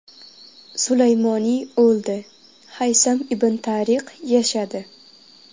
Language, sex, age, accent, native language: Uzbek, female, 12-17, Farg'ona, Uzbek